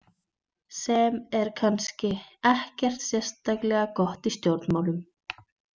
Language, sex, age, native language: Icelandic, female, 20-29, Icelandic